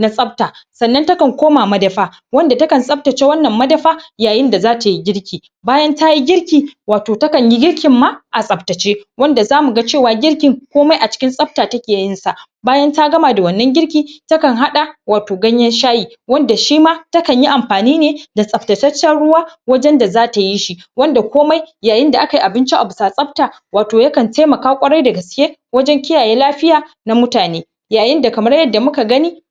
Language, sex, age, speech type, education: Hausa, male, 15-29, spontaneous, secondary